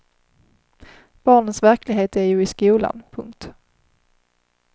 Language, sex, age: Swedish, female, 30